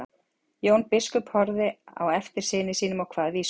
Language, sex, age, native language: Icelandic, female, 40-49, Icelandic